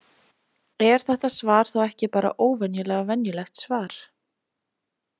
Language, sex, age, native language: Icelandic, female, 20-29, Icelandic